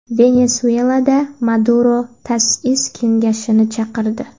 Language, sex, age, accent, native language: Uzbek, female, under 19, Andijon, Uzbek